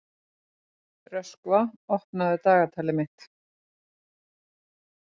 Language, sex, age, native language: Icelandic, female, 40-49, Icelandic